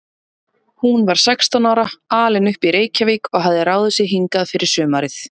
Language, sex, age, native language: Icelandic, female, 30-39, Icelandic